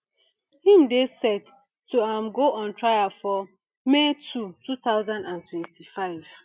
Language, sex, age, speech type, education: Nigerian Pidgin, female, 15-29, spontaneous, tertiary